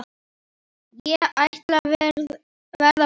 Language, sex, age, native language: Icelandic, male, 10, Icelandic